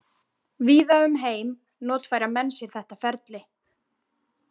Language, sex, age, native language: Icelandic, female, 20-29, Icelandic